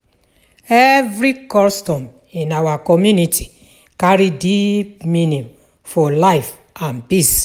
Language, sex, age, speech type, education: Nigerian Pidgin, female, 46-60, spontaneous, tertiary